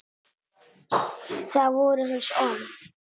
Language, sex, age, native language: Icelandic, male, 8, Italian